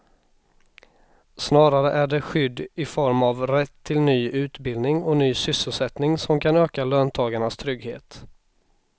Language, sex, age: Swedish, male, 26